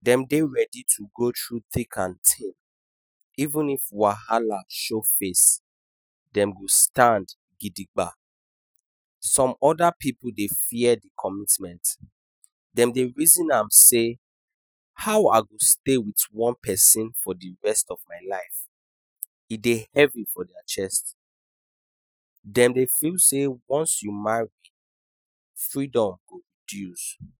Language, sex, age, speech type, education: Nigerian Pidgin, male, 15-29, spontaneous, tertiary